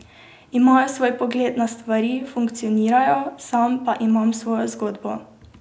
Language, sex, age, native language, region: Slovenian, female, 18-29, Slovenian, Drava region